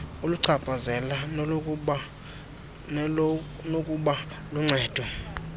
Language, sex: Xhosa, male